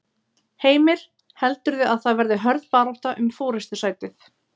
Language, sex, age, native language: Icelandic, female, 30-39, Icelandic